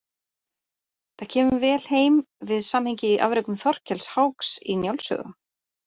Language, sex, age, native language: Icelandic, female, 30-39, Icelandic